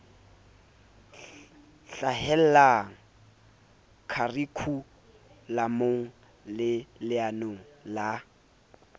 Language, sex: Southern Sotho, male